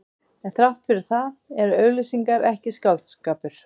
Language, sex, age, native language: Icelandic, female, 50-59, Icelandic